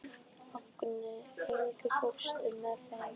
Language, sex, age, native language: Icelandic, female, 11, Icelandic